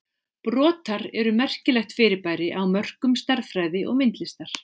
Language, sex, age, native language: Icelandic, female, 40-49, Icelandic